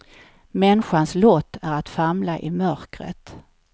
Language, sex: Swedish, female